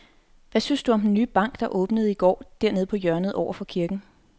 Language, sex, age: Danish, female, 30